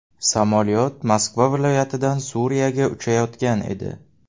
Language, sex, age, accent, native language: Uzbek, male, 18-24, Navoiy, Uzbek